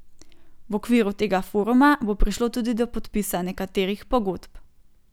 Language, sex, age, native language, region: Slovenian, female, 18-29, Slovenian, Gorenjska region